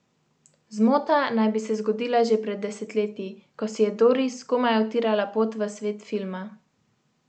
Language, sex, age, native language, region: Slovenian, female, 18-29, Slovenian, Central Slovenia